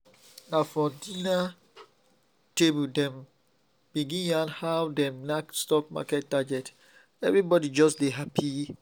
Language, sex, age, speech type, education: Nigerian Pidgin, male, 30-45, spontaneous, tertiary